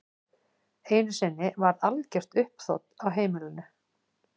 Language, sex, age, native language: Icelandic, female, 40-49, Icelandic